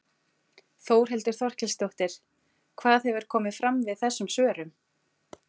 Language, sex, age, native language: Icelandic, female, 40-49, Icelandic